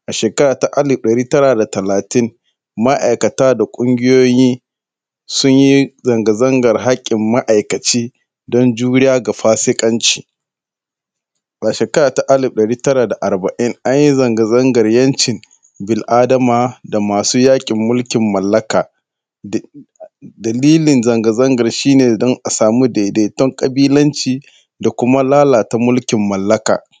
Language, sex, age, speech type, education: Hausa, female, 15-29, spontaneous, secondary